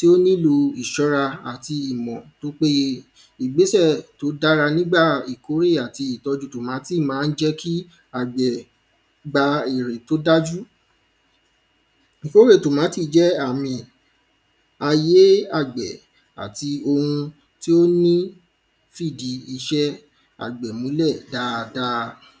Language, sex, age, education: Yoruba, male, 15-29, primary